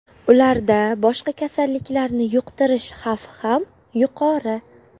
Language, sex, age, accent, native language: Uzbek, female, 18-24, Qashqadaryo, Uzbek